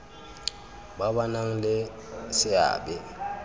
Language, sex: Tswana, male